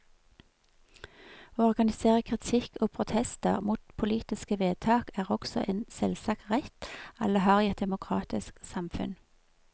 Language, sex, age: Norwegian, female, 46